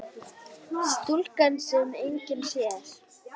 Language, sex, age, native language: Icelandic, female, 10, Icelandic